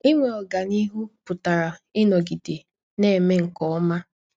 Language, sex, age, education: Igbo, female, 15-29, tertiary